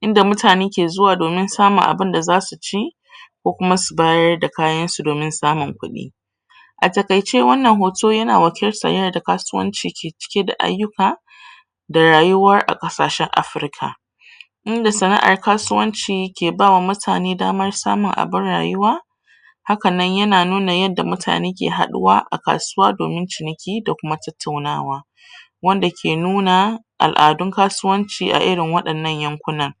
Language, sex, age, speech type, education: Hausa, female, 30-45, spontaneous, tertiary